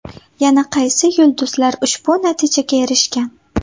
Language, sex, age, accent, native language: Uzbek, female, 18-24, Samarqand, Uzbek